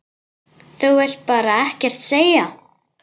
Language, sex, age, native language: Icelandic, female, 10, Icelandic